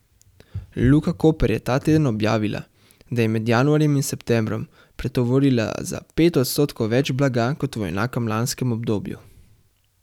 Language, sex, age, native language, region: Slovenian, male, 18-29, Slovenian, Central Slovenia